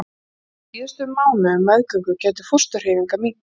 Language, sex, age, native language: Icelandic, female, 40-49, Icelandic